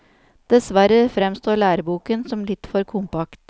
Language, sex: Norwegian, female